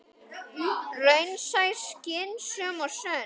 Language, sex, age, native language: Icelandic, male, 10, Icelandic